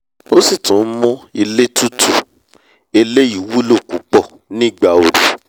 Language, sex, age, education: Yoruba, male, 30-45, tertiary